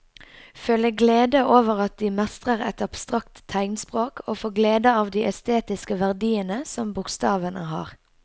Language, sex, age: Norwegian, female, 22